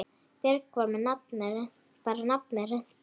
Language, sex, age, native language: Icelandic, female, 8, Icelandic